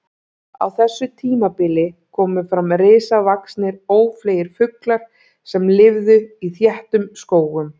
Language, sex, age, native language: Icelandic, female, 30-39, Icelandic